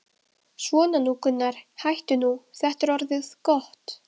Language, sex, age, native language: Icelandic, female, 12, Icelandic